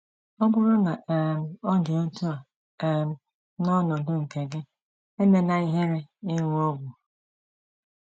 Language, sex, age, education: Igbo, female, 30-45, tertiary